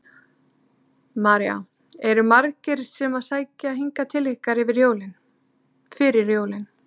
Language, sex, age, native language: Icelandic, female, 30-39, Icelandic